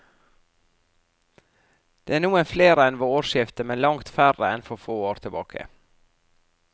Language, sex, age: Norwegian, female, 44